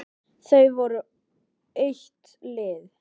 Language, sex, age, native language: Icelandic, male, 18-19, Icelandic